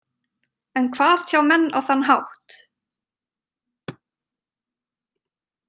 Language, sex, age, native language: Icelandic, female, 30-39, Icelandic